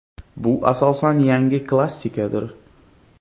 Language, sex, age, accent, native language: Uzbek, male, 25-34, Xorazm, Uzbek